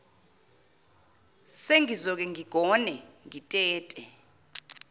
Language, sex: Zulu, female